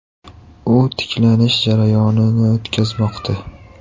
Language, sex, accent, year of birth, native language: Uzbek, male, Andijon, 2003, Uzbek